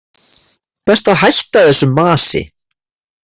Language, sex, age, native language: Icelandic, male, 30-39, Icelandic